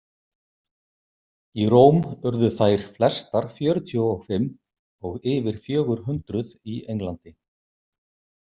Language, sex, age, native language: Icelandic, male, 50-59, Icelandic